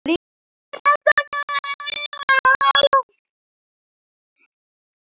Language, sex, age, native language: Icelandic, male, 10, Icelandic